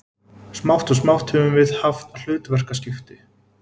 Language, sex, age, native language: Icelandic, male, 20-29, Icelandic